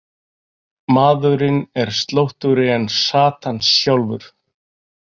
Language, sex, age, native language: Icelandic, male, 40-49, Icelandic